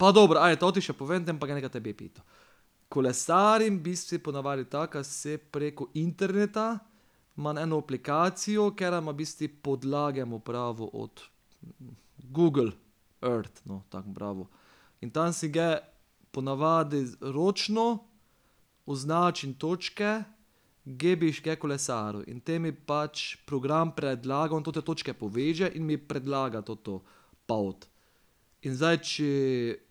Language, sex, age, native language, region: Slovenian, male, 30-49, Slovenian, Pomurje region